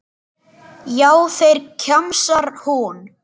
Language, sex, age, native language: Icelandic, male, 10, Icelandic